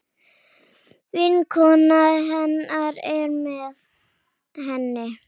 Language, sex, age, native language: Icelandic, female, 10, Icelandic